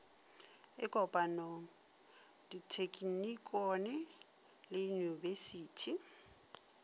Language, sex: Northern Sotho, female